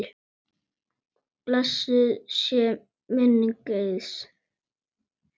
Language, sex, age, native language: Icelandic, male, 9, Icelandic